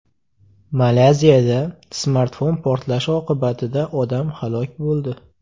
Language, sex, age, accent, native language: Uzbek, male, 18-24, Farg'ona, Uzbek